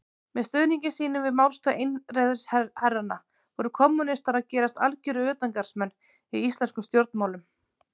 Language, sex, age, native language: Icelandic, female, 30-39, Icelandic